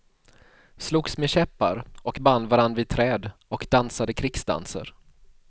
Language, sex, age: Swedish, male, 31